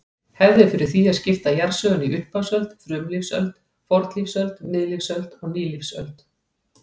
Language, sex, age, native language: Icelandic, female, 40-49, Icelandic